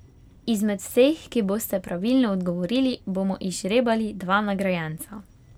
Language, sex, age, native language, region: Slovenian, female, 18-29, Slovenian, Pomurje region